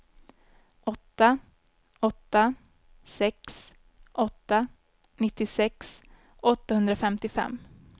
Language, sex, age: Swedish, female, 24